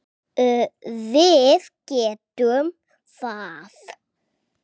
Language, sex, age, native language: Icelandic, male, 8, Icelandic